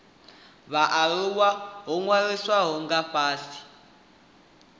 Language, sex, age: Venda, male, 18